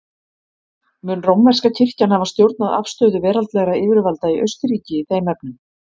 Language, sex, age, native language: Icelandic, female, 50-59, Icelandic